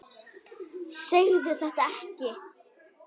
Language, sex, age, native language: Icelandic, female, 9, Icelandic